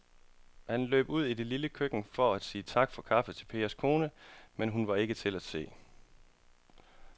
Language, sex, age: Danish, male, 31